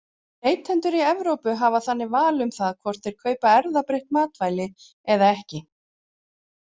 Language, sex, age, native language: Icelandic, female, 40-49, Icelandic